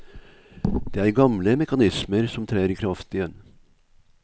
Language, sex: Norwegian, male